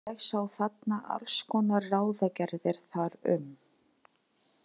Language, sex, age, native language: Icelandic, female, 30-39, Filipino